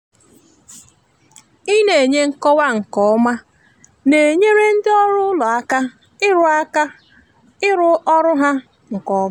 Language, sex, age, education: Igbo, female, 15-29, tertiary